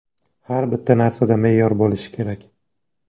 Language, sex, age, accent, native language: Uzbek, male, 18-24, Toshkent shahri, Uzbek